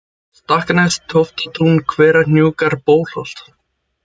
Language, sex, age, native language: Icelandic, male, 20-29, Icelandic